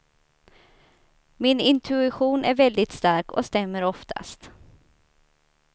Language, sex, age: Swedish, female, 29